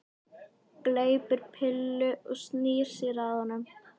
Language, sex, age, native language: Icelandic, female, 11, Icelandic